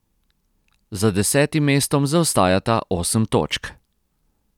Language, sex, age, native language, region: Slovenian, male, 30-49, Croatian, Posavska region